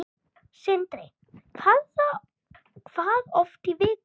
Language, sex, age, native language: Icelandic, male, 10, Icelandic